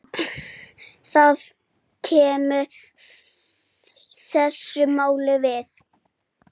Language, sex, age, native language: Icelandic, female, 8, Icelandic